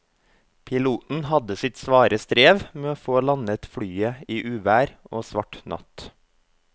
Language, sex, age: Norwegian, male, 24